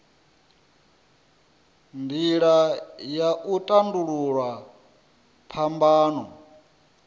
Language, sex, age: Venda, male, 34